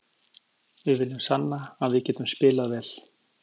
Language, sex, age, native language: Icelandic, male, 50-59, Icelandic